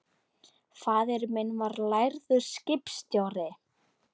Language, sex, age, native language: Icelandic, female, 40-49, Icelandic